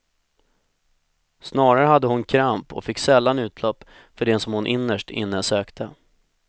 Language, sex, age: Swedish, male, 25